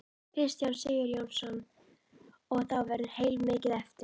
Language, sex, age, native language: Icelandic, female, 11, Icelandic